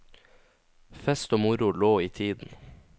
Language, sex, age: Norwegian, male, 19